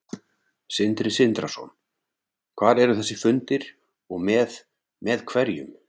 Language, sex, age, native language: Icelandic, male, 40-49, Icelandic